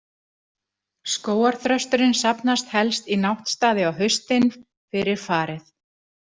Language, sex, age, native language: Icelandic, female, 40-49, Icelandic